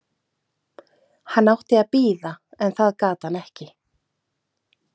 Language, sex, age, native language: Icelandic, female, 30-39, Icelandic